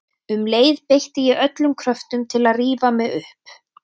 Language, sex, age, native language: Icelandic, female, 30-39, Icelandic